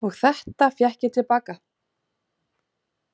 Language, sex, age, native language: Icelandic, female, 30-39, Icelandic